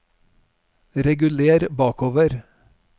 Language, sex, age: Norwegian, male, 41